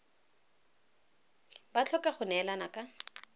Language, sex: Tswana, female